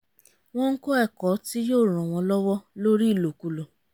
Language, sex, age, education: Yoruba, female, 30-45, tertiary